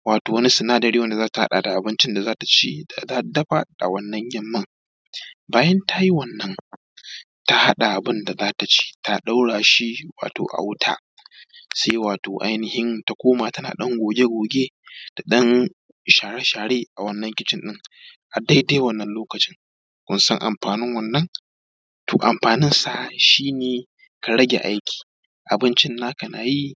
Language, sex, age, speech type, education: Hausa, male, 15-29, spontaneous, tertiary